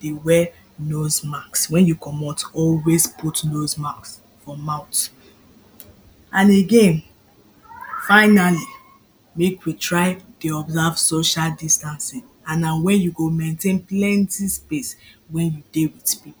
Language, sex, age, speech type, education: Nigerian Pidgin, female, 15-29, spontaneous, primary